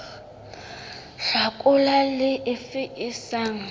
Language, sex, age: Southern Sotho, female, 35